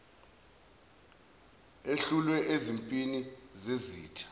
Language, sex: Zulu, male